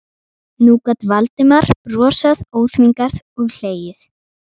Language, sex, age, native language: Icelandic, female, 12, Icelandic